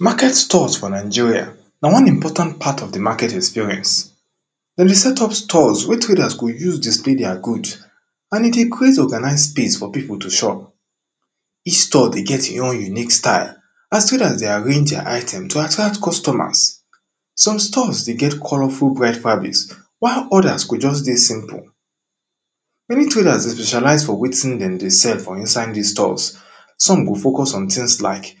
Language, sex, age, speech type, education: Nigerian Pidgin, male, 30-45, spontaneous, tertiary